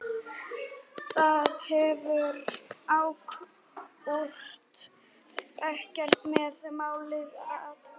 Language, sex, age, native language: Icelandic, female, 18-19, Icelandic